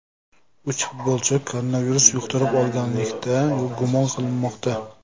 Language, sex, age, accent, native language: Uzbek, male, 25-34, Jizzax, Uzbek